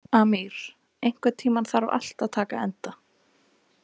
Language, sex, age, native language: Icelandic, female, 20-29, Icelandic